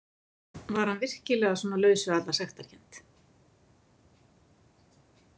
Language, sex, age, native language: Icelandic, female, 50-59, Icelandic